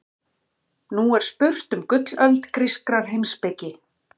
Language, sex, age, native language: Icelandic, female, 50-59, Icelandic